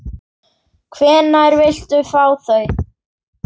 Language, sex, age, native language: Icelandic, male, 8, Icelandic